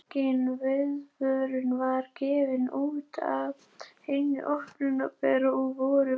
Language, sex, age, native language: Icelandic, female, 18-19, Icelandic